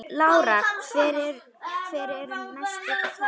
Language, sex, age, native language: Icelandic, female, 9, Icelandic